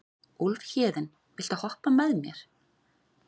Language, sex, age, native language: Icelandic, female, 40-49, Icelandic